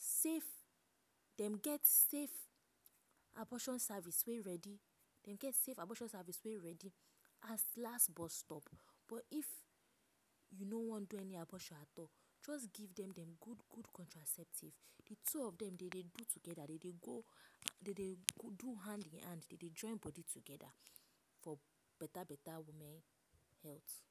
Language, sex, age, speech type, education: Nigerian Pidgin, female, 15-29, spontaneous, tertiary